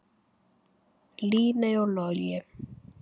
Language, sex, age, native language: Icelandic, female, 9, Icelandic